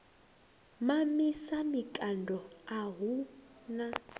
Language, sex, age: Venda, female, 21